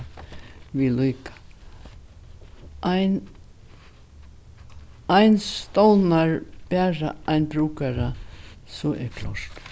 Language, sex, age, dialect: Faroese, female, 61+, Norðurstreymoy/Eysturoy